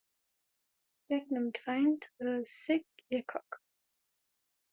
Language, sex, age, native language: Icelandic, female, 20-29, German